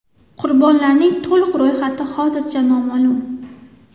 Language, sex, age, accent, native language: Uzbek, female, 19-29, Toshkent shahri, Uzbek